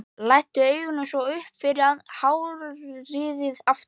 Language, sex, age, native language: Icelandic, male, 11, Icelandic